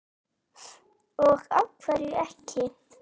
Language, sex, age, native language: Icelandic, female, 9, Icelandic